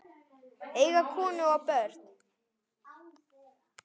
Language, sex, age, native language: Icelandic, male, 9, Icelandic